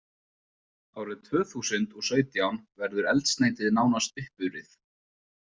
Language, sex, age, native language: Icelandic, male, 20-29, Icelandic